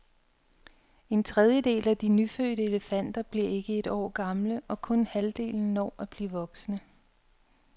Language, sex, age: Danish, female, 42